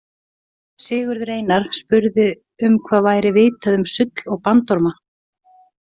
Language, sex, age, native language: Icelandic, female, 40-49, Icelandic